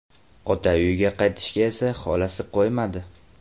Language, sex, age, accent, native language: Uzbek, male, 18-24, Farg'ona, Uzbek